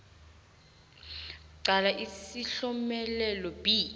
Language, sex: South Ndebele, female